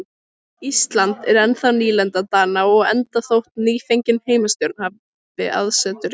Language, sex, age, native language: Icelandic, female, 18-19, Icelandic